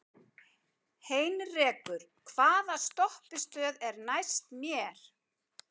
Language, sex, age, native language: Icelandic, female, 50-59, Icelandic